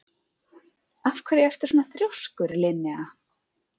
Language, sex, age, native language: Icelandic, female, 30-39, Icelandic